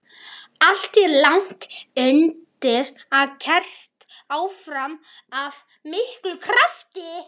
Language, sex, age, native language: Icelandic, male, 11, Icelandic